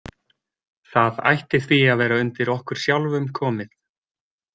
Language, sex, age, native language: Icelandic, male, 20-29, Icelandic